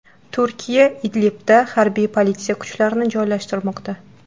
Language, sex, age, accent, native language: Uzbek, female, 18-24, Qashqadaryo, Uzbek